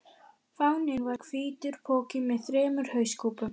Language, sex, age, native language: Icelandic, female, 12, Icelandic